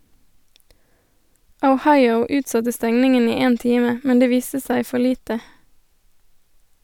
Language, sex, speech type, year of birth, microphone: Norwegian, female, read, 1988, Sennheiser